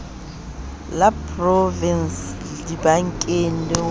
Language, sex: Southern Sotho, female